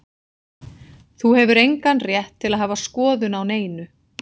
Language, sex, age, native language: Icelandic, female, 40-49, Icelandic